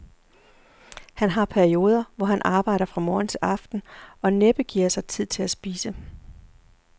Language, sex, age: Danish, female, 40